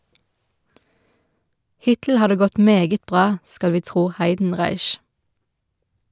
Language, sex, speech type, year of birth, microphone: Norwegian, female, read, 1990, Shure